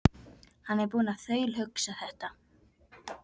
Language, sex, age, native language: Icelandic, female, 11, Icelandic